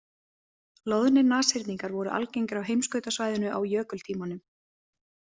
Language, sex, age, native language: Icelandic, female, 20-29, Icelandic